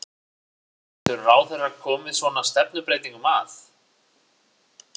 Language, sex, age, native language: Icelandic, male, 40-49, Icelandic